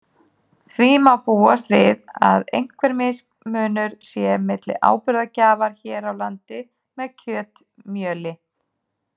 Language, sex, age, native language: Icelandic, female, 30-39, Icelandic